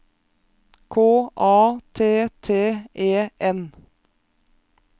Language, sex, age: Norwegian, female, 36